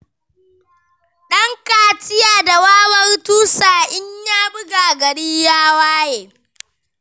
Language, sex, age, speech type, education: Hausa, female, 15-29, read, primary